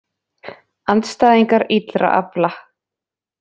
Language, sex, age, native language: Icelandic, female, 20-29, Icelandic